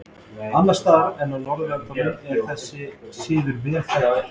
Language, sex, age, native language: Icelandic, male, 30-39, Icelandic